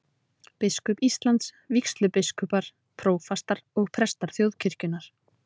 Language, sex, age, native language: Icelandic, female, 30-39, Icelandic